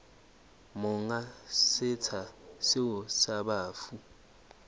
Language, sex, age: Southern Sotho, male, 20